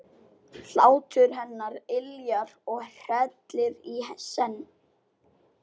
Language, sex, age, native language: Icelandic, male, 12, Icelandic